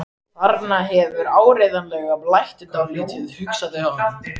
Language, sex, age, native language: Icelandic, male, 14, Icelandic